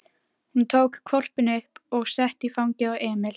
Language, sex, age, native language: Icelandic, female, 11, Icelandic